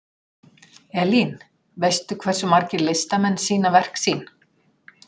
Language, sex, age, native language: Icelandic, female, 60-69, Icelandic